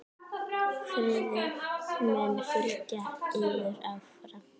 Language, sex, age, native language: Icelandic, female, 9, Icelandic